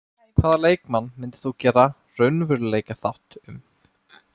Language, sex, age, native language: Icelandic, male, 18-19, Icelandic